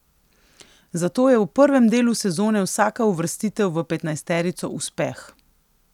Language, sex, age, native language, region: Slovenian, female, 18-29, Slovenian, Coastal Karst region